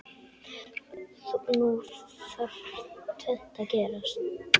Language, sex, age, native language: Icelandic, male, 10, Icelandic